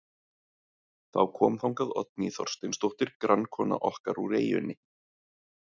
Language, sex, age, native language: Icelandic, male, 30-39, Icelandic